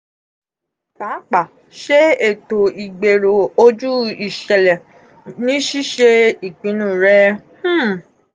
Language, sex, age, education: Yoruba, female, 15-29, tertiary